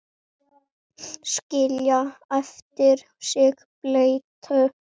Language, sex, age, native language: Icelandic, male, 8, Icelandic